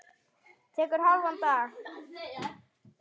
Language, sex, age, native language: Icelandic, male, 9, Icelandic